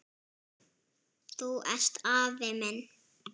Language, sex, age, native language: Icelandic, female, 7, Icelandic